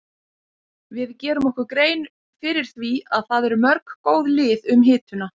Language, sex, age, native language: Icelandic, female, 50-59, Icelandic